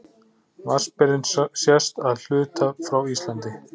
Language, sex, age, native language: Icelandic, male, 40-49, Icelandic